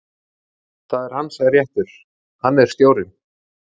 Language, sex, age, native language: Icelandic, male, 30-39, Icelandic